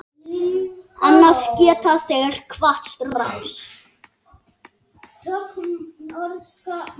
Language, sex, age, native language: Icelandic, male, 8, Icelandic